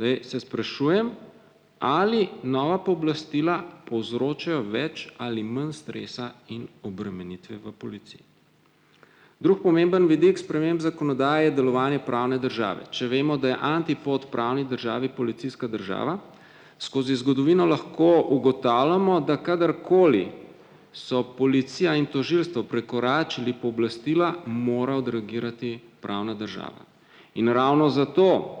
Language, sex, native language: Slovenian, male, Slovenian